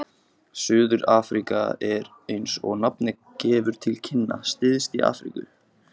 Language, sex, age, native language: Icelandic, male, 20-29, Icelandic